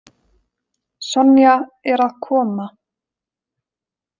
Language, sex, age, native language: Icelandic, female, 20-29, Icelandic